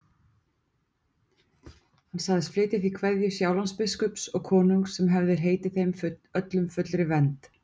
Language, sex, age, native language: Icelandic, female, 40-49, Icelandic